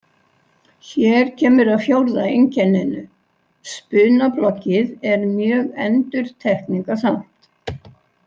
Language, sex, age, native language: Icelandic, female, 60-69, Icelandic